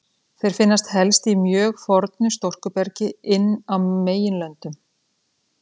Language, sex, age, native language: Icelandic, female, 30-39, Icelandic